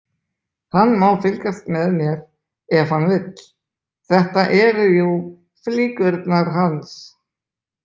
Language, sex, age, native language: Icelandic, male, 20-29, Icelandic